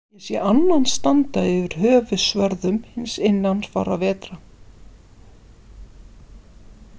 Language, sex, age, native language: Icelandic, female, 50-59, Icelandic